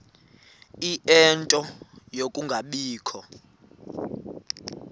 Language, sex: Xhosa, male